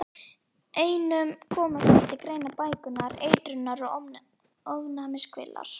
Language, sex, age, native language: Icelandic, female, 11, Icelandic